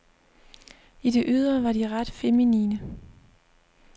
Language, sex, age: Danish, female, 25